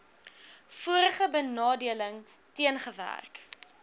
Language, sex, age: Afrikaans, female, 21